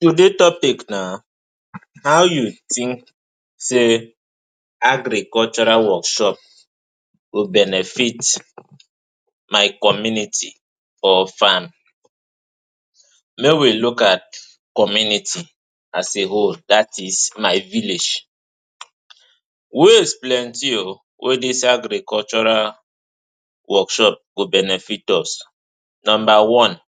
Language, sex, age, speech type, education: Nigerian Pidgin, male, 15-29, spontaneous, tertiary